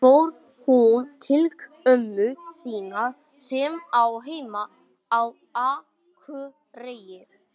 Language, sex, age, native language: Icelandic, male, 18-19, English